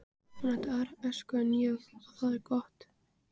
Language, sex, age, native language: Icelandic, female, 15, Icelandic